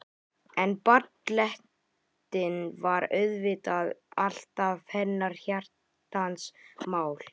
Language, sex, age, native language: Icelandic, male, 11, Icelandic